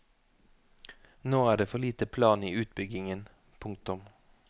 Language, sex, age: Norwegian, male, 33